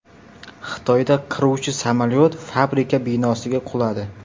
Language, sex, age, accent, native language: Uzbek, male, 18-24, Samarqand, Uzbek